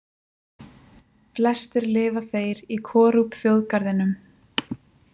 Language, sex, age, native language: Icelandic, female, 20-29, Icelandic